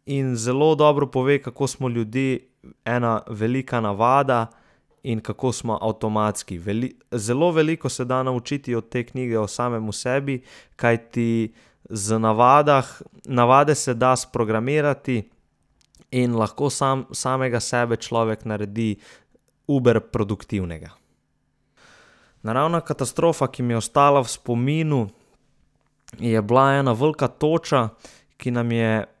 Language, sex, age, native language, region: Slovenian, male, 18-29, Slovenian, Southeast Slovenia